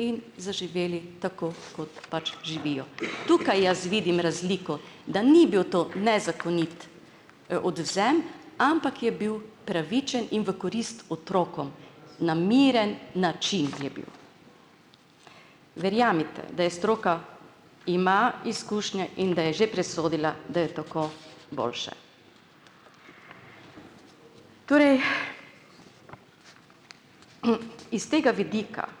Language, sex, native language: Slovenian, female, Slovenian